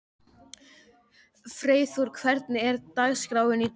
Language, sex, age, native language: Icelandic, male, 13, Icelandic